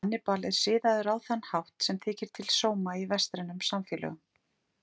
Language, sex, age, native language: Icelandic, female, 40-49, Icelandic